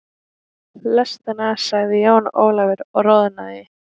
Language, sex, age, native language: Icelandic, female, 18-19, Icelandic